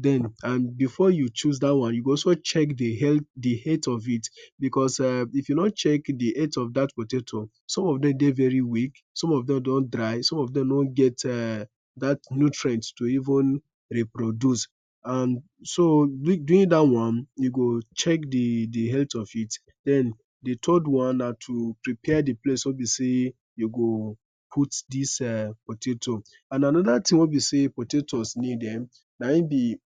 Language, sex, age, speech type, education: Nigerian Pidgin, male, 15-29, spontaneous, tertiary